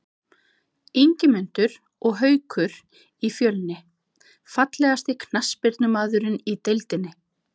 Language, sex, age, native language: Icelandic, other, 50-59, Icelandic